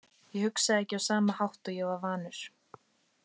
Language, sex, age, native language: Icelandic, female, 18-19, Icelandic